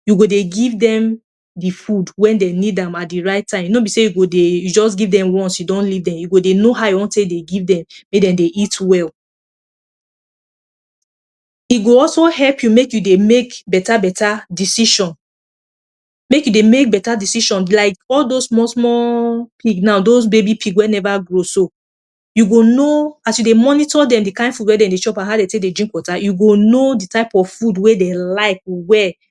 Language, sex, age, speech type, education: Nigerian Pidgin, female, 30-45, spontaneous, tertiary